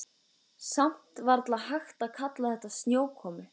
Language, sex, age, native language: Icelandic, female, 14, Icelandic